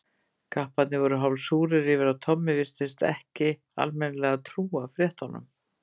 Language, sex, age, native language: Icelandic, female, 50-59, Icelandic